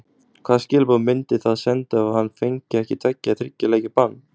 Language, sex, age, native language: Icelandic, male, 20-29, Icelandic